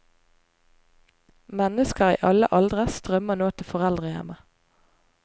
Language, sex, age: Norwegian, female, 25